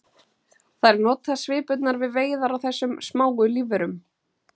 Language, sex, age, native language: Icelandic, female, 30-39, Icelandic